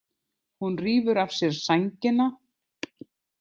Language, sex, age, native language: Icelandic, other, 50-59, Icelandic